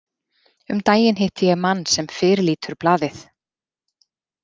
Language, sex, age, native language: Icelandic, female, 40-49, Icelandic